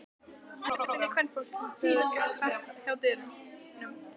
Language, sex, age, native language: Icelandic, female, 12, Icelandic